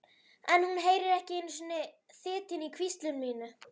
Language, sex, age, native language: Icelandic, female, 11, Icelandic